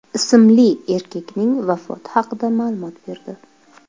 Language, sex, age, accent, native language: Uzbek, female, 25-34, Toshkent viloyati, Uzbek